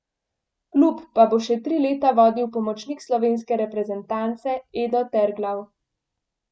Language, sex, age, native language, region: Slovenian, female, 18-29, Slovenian, Central Slovenia